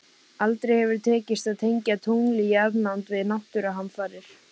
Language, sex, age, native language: Icelandic, female, 18-19, Icelandic